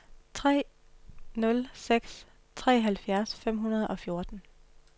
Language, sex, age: Danish, female, 31